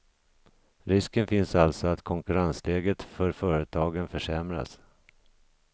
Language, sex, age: Swedish, male, 50